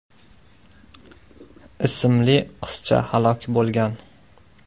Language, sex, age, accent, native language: Uzbek, male, 19-29, Andijon, Uzbek